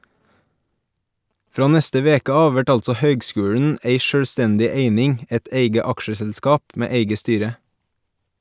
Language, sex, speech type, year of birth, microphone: Norwegian, male, read, 1989, Shure